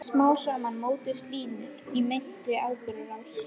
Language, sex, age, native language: Icelandic, female, 13, Icelandic